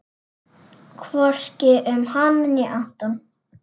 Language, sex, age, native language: Icelandic, female, 8, Icelandic